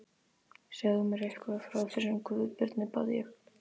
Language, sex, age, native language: Icelandic, male, 12, Icelandic